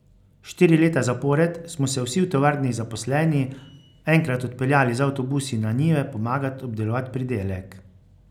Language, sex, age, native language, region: Slovenian, male, 50-59, Slovenian, Carinthia region